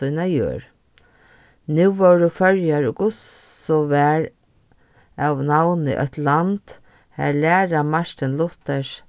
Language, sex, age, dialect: Faroese, female, 36-60, Norðurstreymoy/Eysturoy